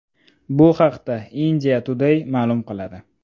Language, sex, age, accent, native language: Uzbek, male, 18-24, Toshkent shahri, Uzbek